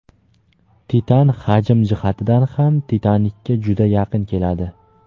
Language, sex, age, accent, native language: Uzbek, male, 19-29, Farg'ona, Uzbek